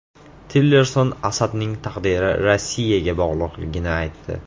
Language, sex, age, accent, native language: Uzbek, male, 18-24, Andijon, Uzbek